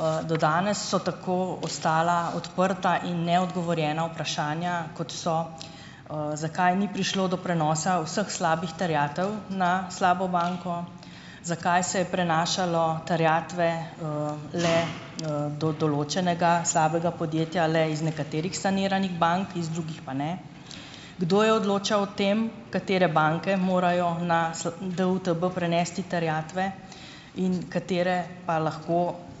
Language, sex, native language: Slovenian, female, Slovenian